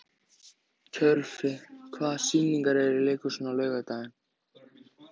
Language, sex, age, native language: Icelandic, male, 14, Icelandic